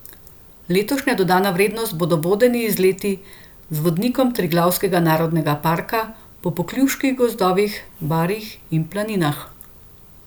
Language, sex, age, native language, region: Slovenian, female, 50-59, Slovenian, Central Slovenia